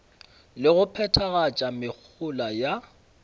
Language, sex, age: Northern Sotho, male, 26